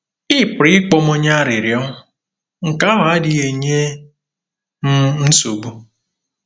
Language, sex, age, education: Igbo, male, 15-29, tertiary